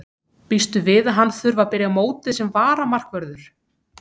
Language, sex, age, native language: Icelandic, female, 30-39, Icelandic